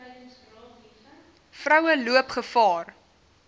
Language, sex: Afrikaans, female